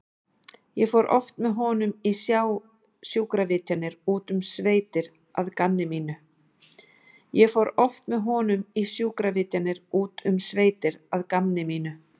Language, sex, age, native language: Icelandic, female, 40-49, Icelandic